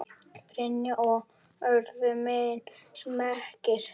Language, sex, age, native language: Icelandic, male, 9, Icelandic